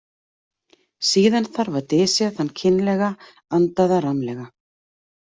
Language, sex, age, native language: Icelandic, female, 40-49, Icelandic